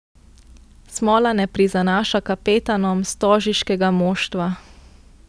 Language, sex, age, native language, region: Slovenian, female, 18-29, Slovenian, Central Slovenia